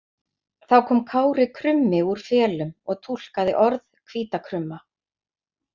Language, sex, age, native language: Icelandic, female, 50-59, Icelandic